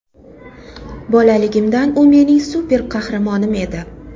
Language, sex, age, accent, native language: Uzbek, female, 35+, Toshkent shahri, Uzbek